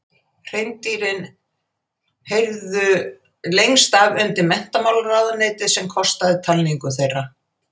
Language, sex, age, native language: Icelandic, female, 80-89, Icelandic